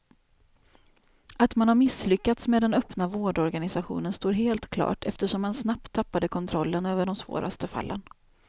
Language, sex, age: Swedish, female, 28